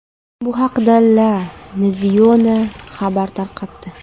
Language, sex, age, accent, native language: Uzbek, female, 12-17, Andijon, Karakalpak